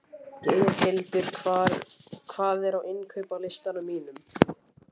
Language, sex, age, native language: Icelandic, male, 11, Icelandic